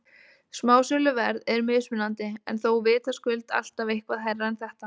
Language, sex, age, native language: Icelandic, female, 20-29, Icelandic